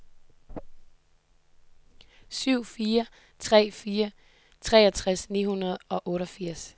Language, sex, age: Danish, female, 18